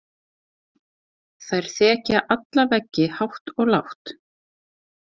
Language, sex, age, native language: Icelandic, female, 30-39, Icelandic